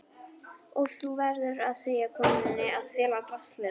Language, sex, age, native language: Icelandic, female, 11, Icelandic